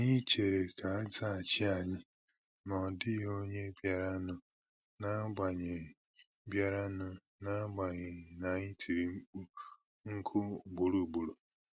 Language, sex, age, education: Igbo, male, 15-29, tertiary